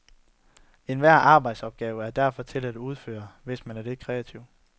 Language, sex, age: Danish, male, 22